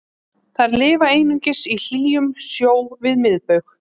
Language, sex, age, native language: Icelandic, female, 30-39, Icelandic